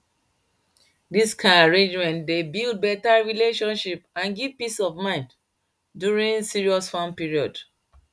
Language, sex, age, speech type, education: Nigerian Pidgin, female, 30-45, spontaneous, tertiary